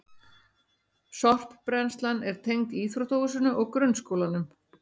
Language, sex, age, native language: Icelandic, female, 60-69, Icelandic